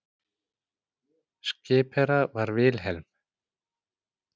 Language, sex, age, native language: Icelandic, male, 40-49, Icelandic